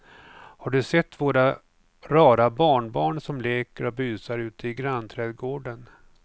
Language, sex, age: Swedish, male, 49